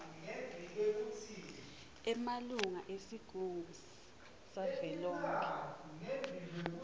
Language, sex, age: Swati, female, 22